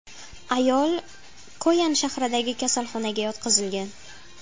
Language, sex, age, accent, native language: Uzbek, female, 19-29, Qashqadaryo, Uzbek